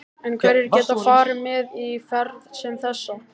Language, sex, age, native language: Icelandic, male, 13, Icelandic